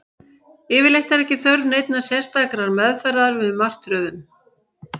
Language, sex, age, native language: Icelandic, male, 18-19, Icelandic